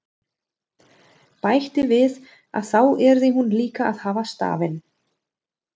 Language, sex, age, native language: Icelandic, female, 40-49, German